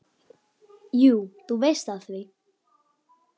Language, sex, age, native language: Icelandic, female, 10, Icelandic